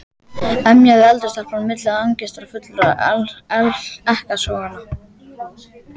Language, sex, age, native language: Icelandic, male, 12, Icelandic